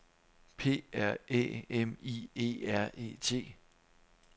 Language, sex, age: Danish, male, 43